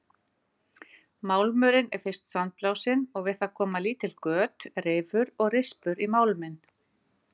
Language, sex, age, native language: Icelandic, female, 50-59, Icelandic